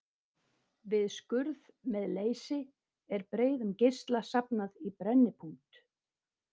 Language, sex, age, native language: Icelandic, female, 50-59, Icelandic